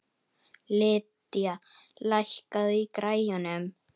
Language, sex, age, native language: Icelandic, male, 18-19, Icelandic